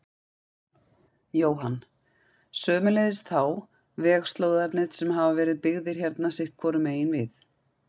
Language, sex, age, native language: Icelandic, female, 40-49, Icelandic